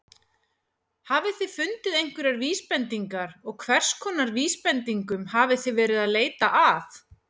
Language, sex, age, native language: Icelandic, female, 40-49, Icelandic